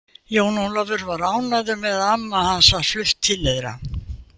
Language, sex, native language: Icelandic, female, Icelandic